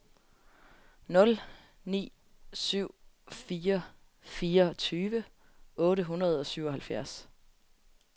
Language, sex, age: Danish, female, 20